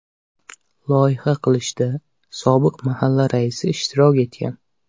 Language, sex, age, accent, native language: Uzbek, male, 25-34, Samarqand, Uzbek